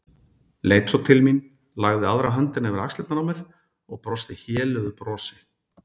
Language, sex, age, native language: Icelandic, male, 40-49, Icelandic